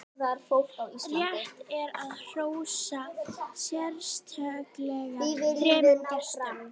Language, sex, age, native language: Icelandic, female, 60-69, Icelandic